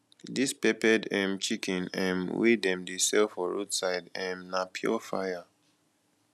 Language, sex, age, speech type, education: Nigerian Pidgin, male, 15-29, spontaneous, tertiary